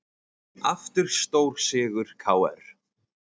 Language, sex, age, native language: Icelandic, male, 20-29, Icelandic